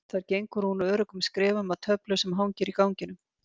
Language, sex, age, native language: Icelandic, female, 50-59, Icelandic